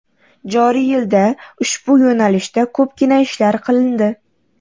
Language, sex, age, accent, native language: Uzbek, female, 12-17, Qoraqalpog'iston, Uzbek